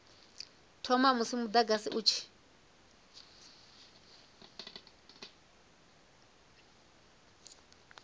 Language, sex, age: Venda, female, 24